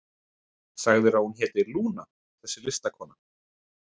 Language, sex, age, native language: Icelandic, male, 30-39, Icelandic